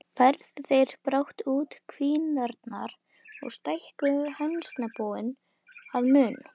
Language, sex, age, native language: Icelandic, female, 11, Icelandic